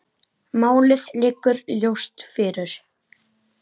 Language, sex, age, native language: Icelandic, male, 9, Icelandic